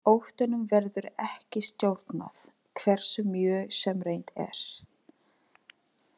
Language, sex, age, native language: Icelandic, female, 30-39, Filipino